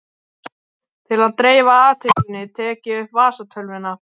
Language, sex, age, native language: Icelandic, male, 12, Icelandic